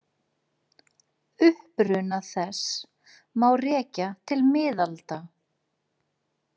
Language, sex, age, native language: Icelandic, female, 40-49, Icelandic